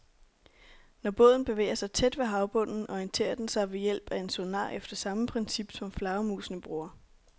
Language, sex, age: Danish, female, 26